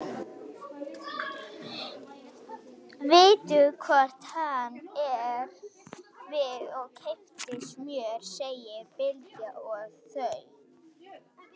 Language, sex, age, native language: Icelandic, female, 20-29, Icelandic